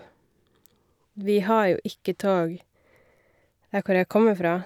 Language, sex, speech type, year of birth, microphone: Norwegian, female, spontaneous, 1990, Shure